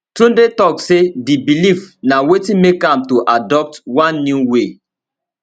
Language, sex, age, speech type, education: Nigerian Pidgin, male, 30-45, spontaneous, tertiary